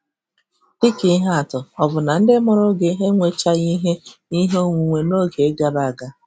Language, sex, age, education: Igbo, female, 46-60, tertiary